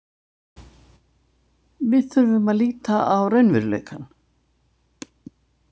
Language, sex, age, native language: Icelandic, female, 70-79, Icelandic